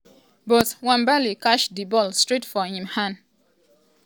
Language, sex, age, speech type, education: Nigerian Pidgin, female, 30-45, spontaneous, tertiary